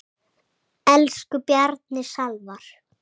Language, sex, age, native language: Icelandic, female, 7, Icelandic